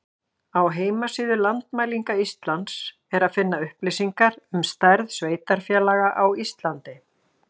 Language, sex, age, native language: Icelandic, female, 40-49, Icelandic